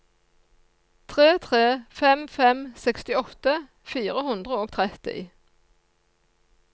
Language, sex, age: Norwegian, female, 54